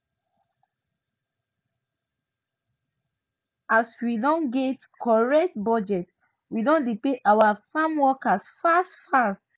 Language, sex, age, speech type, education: Nigerian Pidgin, female, 15-29, spontaneous, tertiary